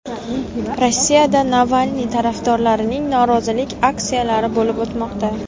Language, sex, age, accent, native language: Uzbek, female, 18-24, Samarqand, Uzbek